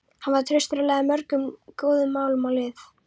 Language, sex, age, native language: Icelandic, female, 11, Icelandic